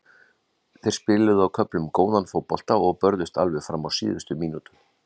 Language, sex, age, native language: Icelandic, male, 40-49, Icelandic